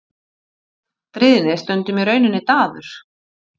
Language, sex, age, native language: Icelandic, female, 40-49, Icelandic